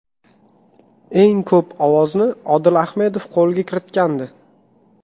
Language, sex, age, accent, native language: Uzbek, male, 18-24, Toshkent viloyati, Uzbek